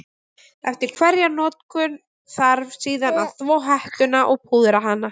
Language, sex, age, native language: Icelandic, female, 20-29, Icelandic